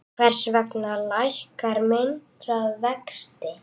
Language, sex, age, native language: Icelandic, female, 8, Icelandic